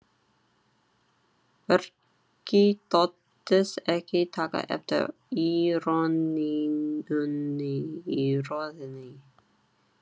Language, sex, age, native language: Icelandic, female, 30-39, Chinese